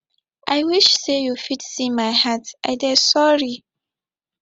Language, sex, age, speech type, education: Nigerian Pidgin, female, 15-29, spontaneous, tertiary